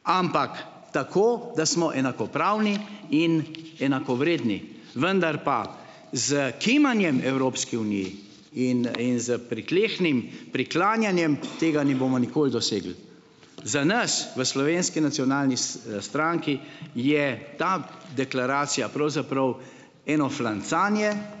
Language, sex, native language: Slovenian, male, Slovenian